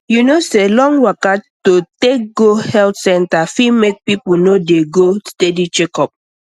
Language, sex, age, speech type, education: Nigerian Pidgin, female, 15-29, spontaneous, secondary